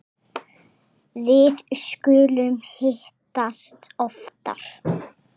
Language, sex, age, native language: Icelandic, female, 5, Icelandic